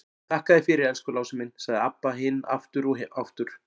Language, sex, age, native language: Icelandic, male, 40-49, Icelandic